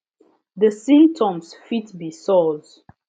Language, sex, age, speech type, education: Nigerian Pidgin, female, 15-29, spontaneous, tertiary